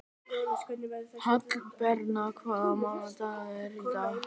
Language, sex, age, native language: Icelandic, male, 11, Icelandic